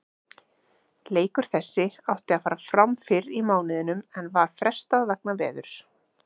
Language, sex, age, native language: Icelandic, female, 30-39, Icelandic